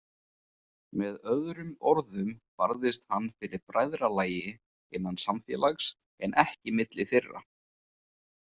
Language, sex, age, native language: Icelandic, male, 20-29, Icelandic